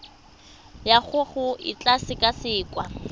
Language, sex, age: Tswana, female, 25